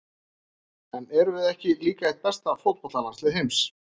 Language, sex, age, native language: Icelandic, male, 30-39, Icelandic